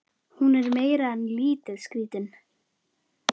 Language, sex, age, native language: Icelandic, female, 11, Icelandic